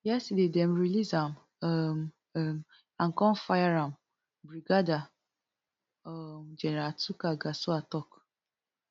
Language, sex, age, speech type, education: Nigerian Pidgin, female, 15-29, spontaneous, tertiary